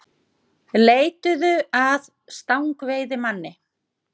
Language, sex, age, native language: Icelandic, female, 30-39, Icelandic